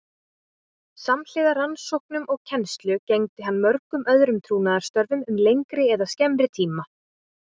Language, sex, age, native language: Icelandic, female, 20-29, Icelandic